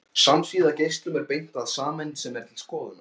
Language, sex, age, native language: Icelandic, male, 15, Icelandic